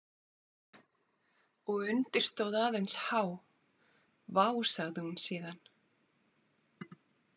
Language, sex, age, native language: Icelandic, female, 40-49, Icelandic